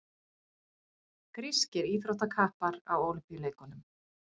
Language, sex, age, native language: Icelandic, female, 50-59, Icelandic